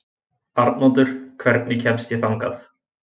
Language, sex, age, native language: Icelandic, male, 20-29, Icelandic